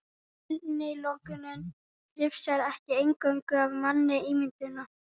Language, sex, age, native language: Icelandic, female, 12, Icelandic